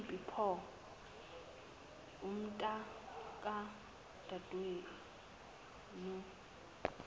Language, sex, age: Zulu, female, 19